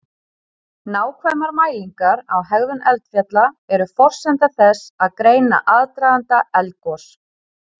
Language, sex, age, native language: Icelandic, female, 30-39, Icelandic